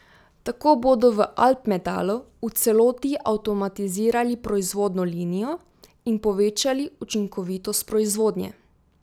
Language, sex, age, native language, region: Slovenian, female, 18-29, Slovenian, Drava region